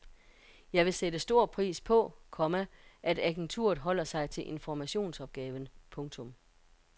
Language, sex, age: Danish, female, 42